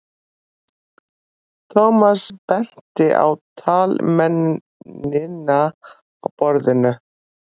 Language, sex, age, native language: Icelandic, female, 40-49, Icelandic